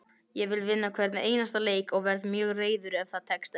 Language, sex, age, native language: Icelandic, male, 18-19, Icelandic